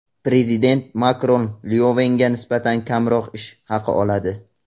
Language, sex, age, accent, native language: Uzbek, male, 18-24, Qashqadaryo, Uzbek